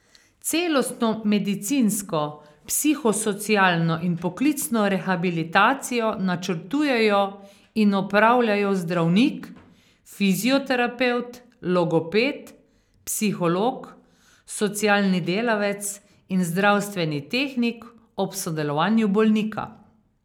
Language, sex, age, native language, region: Slovenian, female, 50-59, Slovenian, Carinthia region